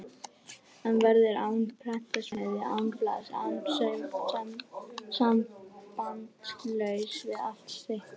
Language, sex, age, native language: Icelandic, female, 18-19, Icelandic